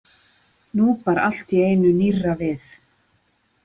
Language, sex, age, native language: Icelandic, female, 40-49, Icelandic